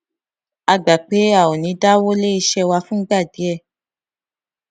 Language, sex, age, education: Yoruba, female, 15-29, tertiary